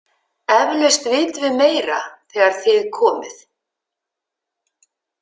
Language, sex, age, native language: Icelandic, female, 50-59, Icelandic